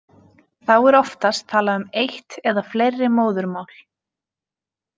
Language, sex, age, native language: Icelandic, female, 20-29, Icelandic